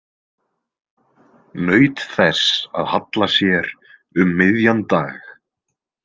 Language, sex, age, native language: Icelandic, male, 20-29, Icelandic